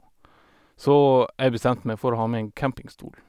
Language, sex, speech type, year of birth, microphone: Norwegian, male, spontaneous, 1989, Sennheiser